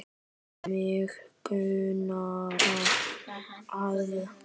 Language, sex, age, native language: Icelandic, male, 10, Icelandic